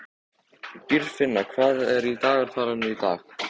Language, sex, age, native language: Icelandic, male, 14, Icelandic